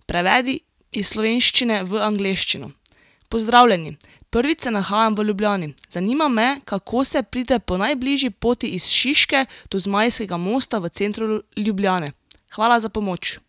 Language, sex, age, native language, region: Slovenian, female, 18-29, Slovenian, Drava region